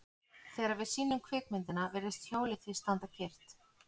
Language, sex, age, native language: Icelandic, female, 40-49, Icelandic